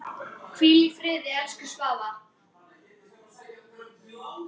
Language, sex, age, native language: Icelandic, female, 10, Icelandic